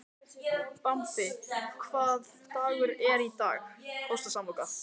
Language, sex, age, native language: Icelandic, male, 18-19, Icelandic